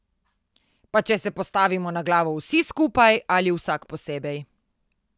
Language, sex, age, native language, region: Slovenian, female, 18-29, Slovenian, Coastal Karst region